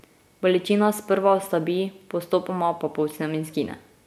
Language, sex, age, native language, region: Slovenian, female, 18-29, Slovenian, Drava region